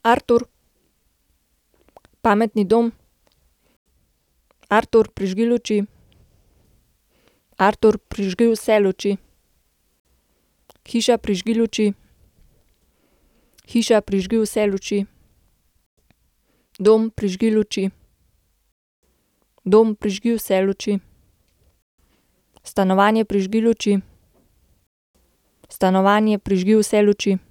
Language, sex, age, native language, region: Slovenian, female, 18-29, Slovenian, Gorenjska region